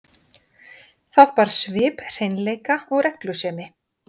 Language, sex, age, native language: Icelandic, female, 50-59, Icelandic